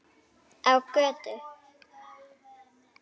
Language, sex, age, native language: Icelandic, female, 9, Icelandic